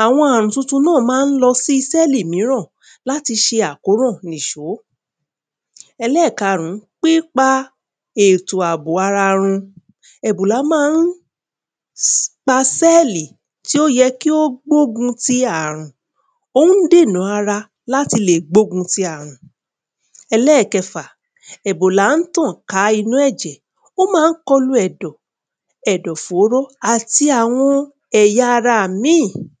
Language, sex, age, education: Yoruba, female, 30-45, tertiary